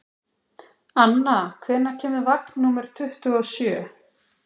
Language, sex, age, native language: Icelandic, female, 30-39, Icelandic